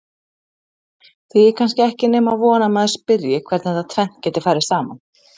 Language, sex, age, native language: Icelandic, female, 30-39, Icelandic